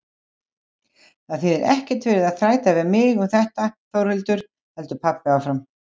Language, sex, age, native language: Icelandic, female, 60-69, Icelandic